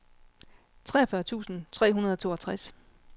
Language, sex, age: Danish, female, 36